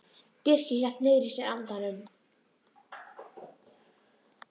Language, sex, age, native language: Icelandic, female, 11, Icelandic